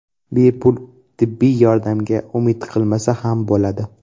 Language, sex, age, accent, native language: Uzbek, male, 12-17, Toshkent shahri, Uzbek